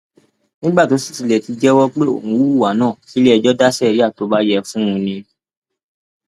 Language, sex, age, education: Yoruba, male, 15-29, tertiary